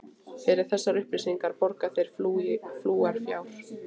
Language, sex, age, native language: Icelandic, female, 15, Icelandic